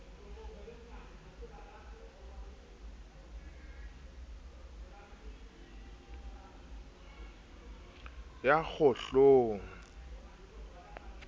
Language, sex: Southern Sotho, male